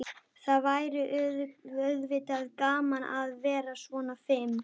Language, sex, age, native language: Icelandic, female, 12, Icelandic